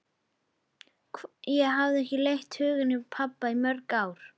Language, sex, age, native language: Icelandic, female, 11, Icelandic